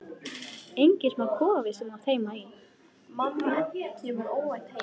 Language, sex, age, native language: Icelandic, female, 14, Icelandic